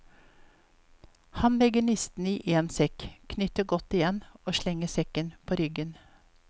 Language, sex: Norwegian, female